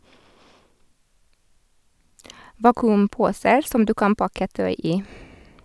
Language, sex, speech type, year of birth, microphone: Norwegian, female, read, 1991, Sennheiser